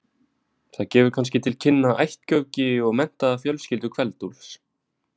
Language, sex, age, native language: Icelandic, male, 20-29, Icelandic